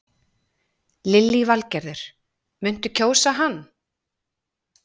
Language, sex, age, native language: Icelandic, female, 40-49, Icelandic